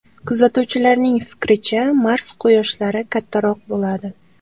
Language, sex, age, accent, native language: Uzbek, female, 18-24, Samarqand, Uzbek